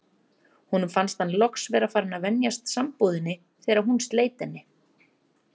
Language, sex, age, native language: Icelandic, female, 30-39, Icelandic